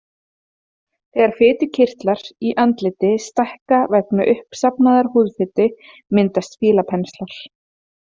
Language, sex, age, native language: Icelandic, female, 30-39, Icelandic